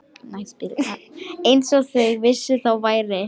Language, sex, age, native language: Icelandic, female, 18-19, Lithuanian